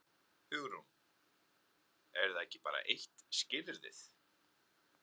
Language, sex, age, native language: Icelandic, male, 30-39, Icelandic